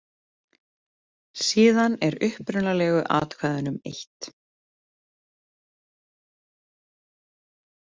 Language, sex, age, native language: Icelandic, female, 30-39, Icelandic